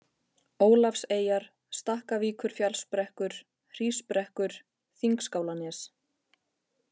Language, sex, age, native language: Icelandic, female, 30-39, Icelandic